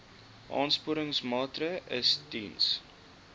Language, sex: Afrikaans, male